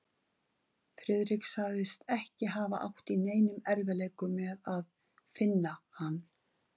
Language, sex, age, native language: Icelandic, female, 50-59, Icelandic